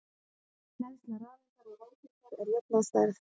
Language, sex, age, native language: Icelandic, female, 30-39, Icelandic